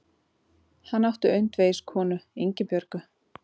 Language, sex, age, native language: Icelandic, female, 30-39, Icelandic